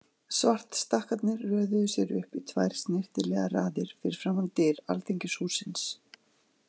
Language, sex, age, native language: Icelandic, female, 40-49, Icelandic